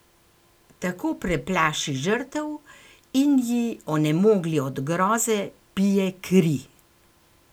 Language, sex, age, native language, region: Slovenian, female, 60+, Slovenian, Gorenjska region